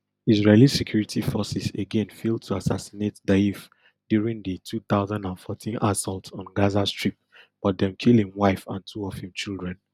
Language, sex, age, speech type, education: Nigerian Pidgin, male, 30-45, spontaneous, tertiary